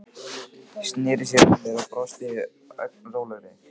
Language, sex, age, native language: Icelandic, male, 15, Icelandic